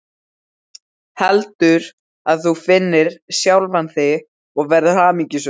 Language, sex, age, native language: Icelandic, male, 12, Icelandic